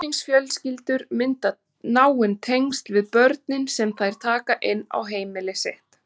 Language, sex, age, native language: Icelandic, female, 30-39, Icelandic